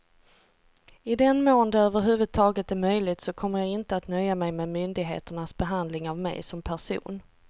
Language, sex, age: Swedish, female, 38